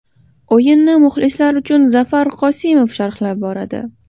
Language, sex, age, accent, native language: Uzbek, female, under 19, Toshkent shahri, Uzbek